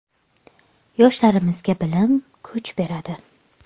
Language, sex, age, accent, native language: Uzbek, female, 25-34, Qashqadaryo, Uzbek